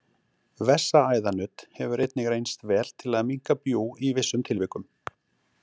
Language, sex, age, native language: Icelandic, male, 40-49, Icelandic